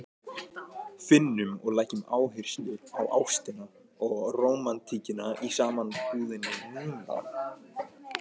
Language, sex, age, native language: Icelandic, male, 18-19, Icelandic